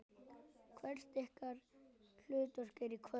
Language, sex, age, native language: Icelandic, male, 11, Icelandic